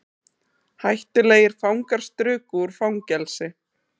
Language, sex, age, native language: Icelandic, female, 30-39, Icelandic